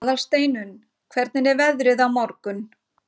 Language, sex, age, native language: Icelandic, female, 50-59, Icelandic